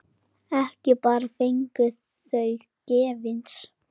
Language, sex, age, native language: Icelandic, male, 10, Icelandic